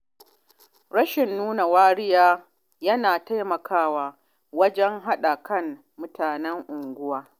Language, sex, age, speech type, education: Hausa, female, 30-45, spontaneous, tertiary